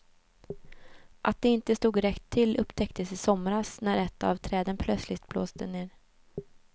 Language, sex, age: Swedish, female, 24